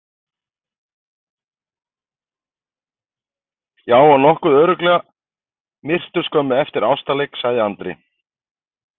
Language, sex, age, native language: Icelandic, male, 50-59, Icelandic